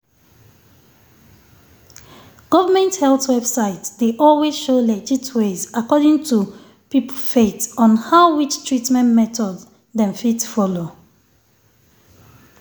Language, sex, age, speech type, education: Nigerian Pidgin, female, 30-45, spontaneous, tertiary